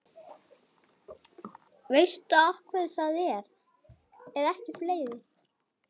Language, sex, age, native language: Icelandic, male, 9, Icelandic